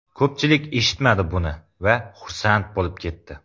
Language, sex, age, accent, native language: Uzbek, male, 18-24, Qoraqalpog'iston, Uzbek